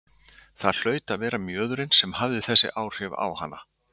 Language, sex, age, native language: Icelandic, male, 60-69, Icelandic